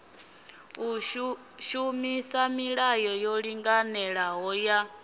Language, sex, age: Venda, female, 24